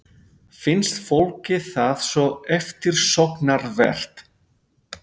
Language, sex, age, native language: Icelandic, male, 50-59, Spanish